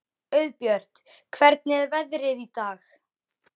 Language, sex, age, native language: Icelandic, male, 11, Icelandic